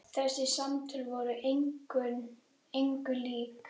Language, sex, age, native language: Icelandic, female, 10, Icelandic